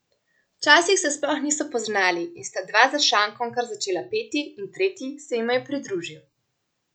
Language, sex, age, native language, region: Slovenian, female, 18-29, Slovenian, Central Slovenia